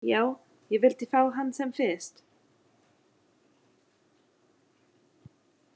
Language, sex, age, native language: Icelandic, female, 30-39, English